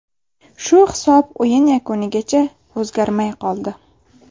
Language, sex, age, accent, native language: Uzbek, female, 18-24, Samarqand, Uzbek